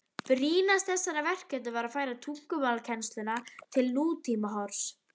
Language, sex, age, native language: Icelandic, female, 12, Icelandic